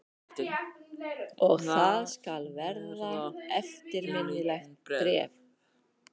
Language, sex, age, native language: Icelandic, male, 12, Icelandic